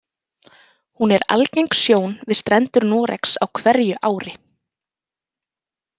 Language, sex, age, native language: Icelandic, female, 20-29, Icelandic